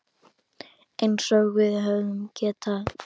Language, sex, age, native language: Icelandic, female, 10, Icelandic